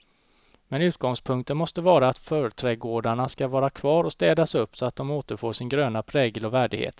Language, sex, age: Swedish, male, 29